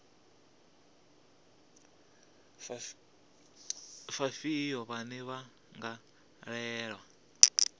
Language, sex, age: Venda, male, 25